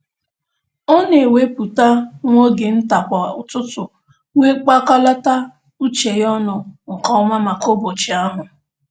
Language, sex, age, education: Igbo, female, 15-29, secondary